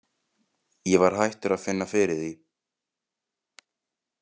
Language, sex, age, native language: Icelandic, male, 20-29, Icelandic